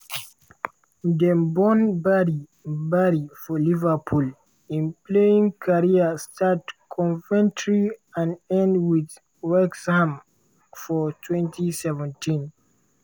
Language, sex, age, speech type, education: Nigerian Pidgin, male, 15-29, spontaneous, tertiary